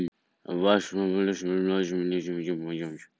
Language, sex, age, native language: Icelandic, male, 18-19, Icelandic